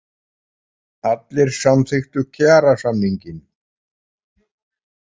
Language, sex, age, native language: Icelandic, male, 40-49, Icelandic